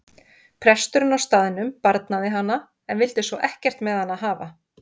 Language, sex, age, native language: Icelandic, female, 50-59, Icelandic